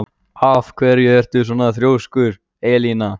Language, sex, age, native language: Icelandic, male, 14, Icelandic